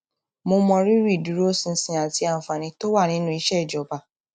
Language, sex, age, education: Yoruba, female, 15-29, tertiary